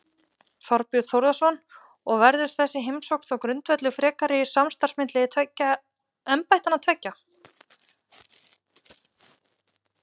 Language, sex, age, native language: Icelandic, female, 20-29, Icelandic